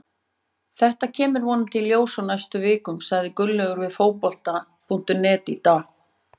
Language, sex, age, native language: Icelandic, female, 40-49, Icelandic